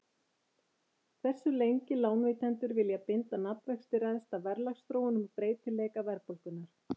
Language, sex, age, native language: Icelandic, female, 50-59, Icelandic